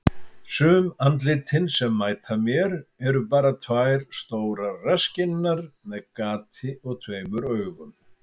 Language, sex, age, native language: Icelandic, male, 70-79, Icelandic